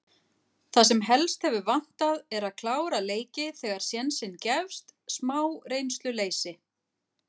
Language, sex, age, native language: Icelandic, female, 40-49, Icelandic